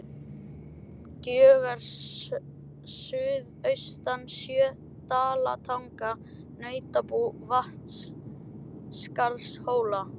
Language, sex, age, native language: Icelandic, male, 11, Icelandic